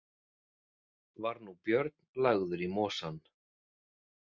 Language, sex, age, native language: Icelandic, male, 40-49, Icelandic